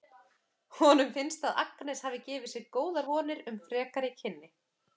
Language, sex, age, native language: Icelandic, female, 30-39, Icelandic